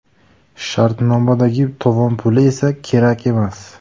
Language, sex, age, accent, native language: Uzbek, male, 18-24, Buxoro, Uzbek